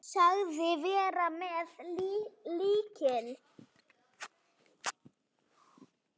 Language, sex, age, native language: Icelandic, female, 7, Icelandic